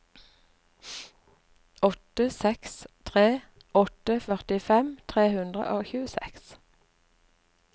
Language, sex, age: Norwegian, female, 59